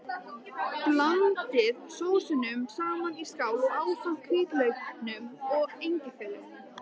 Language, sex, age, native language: Icelandic, female, 13, Icelandic